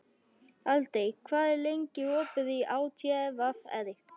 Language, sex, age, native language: Icelandic, female, 11, Icelandic